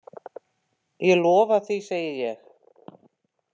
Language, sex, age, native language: Icelandic, female, 50-59, Icelandic